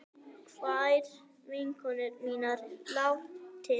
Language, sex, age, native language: Icelandic, female, 10, Icelandic